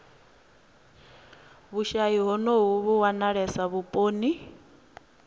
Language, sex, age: Venda, female, 26